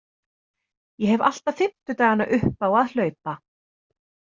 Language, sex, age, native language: Icelandic, female, 30-39, Icelandic